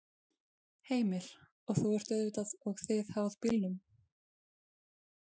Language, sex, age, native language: Icelandic, female, 20-29, Icelandic